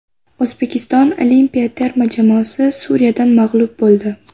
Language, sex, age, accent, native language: Uzbek, female, under 19, Toshkent shahri, Kazakh